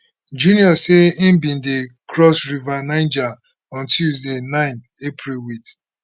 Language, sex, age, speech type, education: Nigerian Pidgin, male, 30-45, spontaneous, tertiary